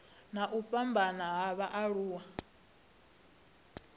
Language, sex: Venda, female